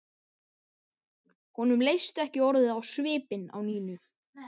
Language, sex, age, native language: Icelandic, male, 12, Icelandic